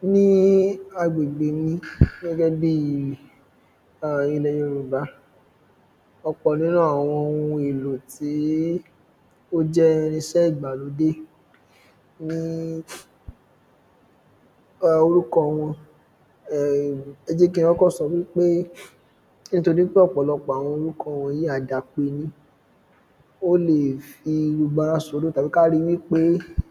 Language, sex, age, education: Yoruba, male, 15-29, secondary